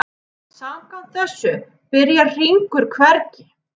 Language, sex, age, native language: Icelandic, female, 30-39, Icelandic